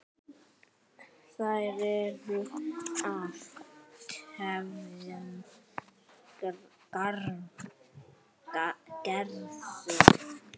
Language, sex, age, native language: Icelandic, male, 8, Icelandic